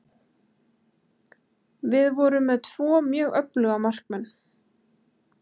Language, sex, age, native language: Icelandic, female, 20-29, Icelandic